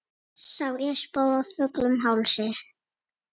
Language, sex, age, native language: Icelandic, female, 6, Icelandic